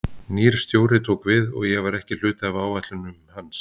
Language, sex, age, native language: Icelandic, male, 50-59, Icelandic